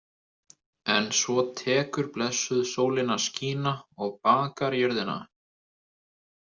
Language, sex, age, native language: Icelandic, male, 20-29, Icelandic